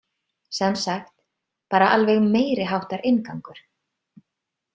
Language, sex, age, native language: Icelandic, female, 30-39, Icelandic